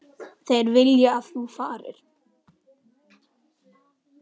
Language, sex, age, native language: Icelandic, male, 10, Icelandic